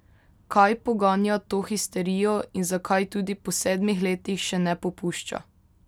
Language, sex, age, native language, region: Slovenian, female, 18-29, Slovenian, Drava region